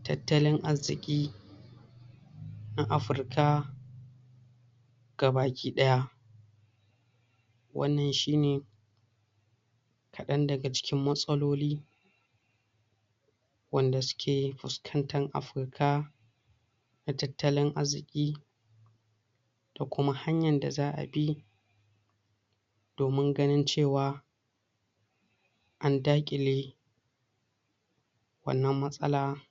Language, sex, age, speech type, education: Hausa, male, 60+, spontaneous, tertiary